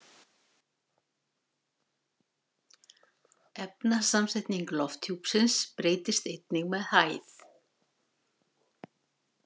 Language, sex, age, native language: Icelandic, female, 60-69, Icelandic